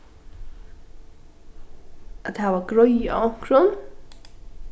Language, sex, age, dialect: Faroese, female, 15-35, Norðuroyggjar